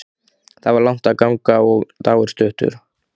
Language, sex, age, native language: Icelandic, male, 15, Icelandic